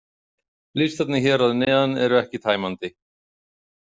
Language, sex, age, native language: Icelandic, male, 50-59, Icelandic